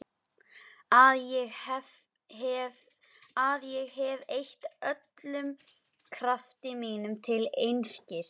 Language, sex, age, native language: Icelandic, female, 11, Icelandic